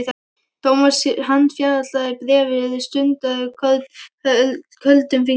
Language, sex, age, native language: Icelandic, female, 12, Icelandic